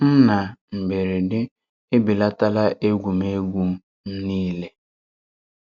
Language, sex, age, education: Igbo, male, 30-45, tertiary